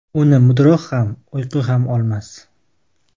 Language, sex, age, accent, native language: Uzbek, male, 19-29, Qashqadaryo, Uzbek